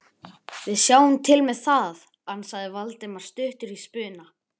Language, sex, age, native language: Icelandic, male, 11, Icelandic